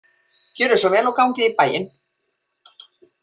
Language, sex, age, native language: Icelandic, female, 40-49, Icelandic